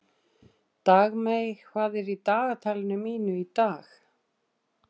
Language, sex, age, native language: Icelandic, female, 60-69, Icelandic